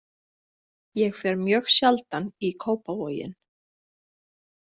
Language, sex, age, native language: Icelandic, female, 20-29, Icelandic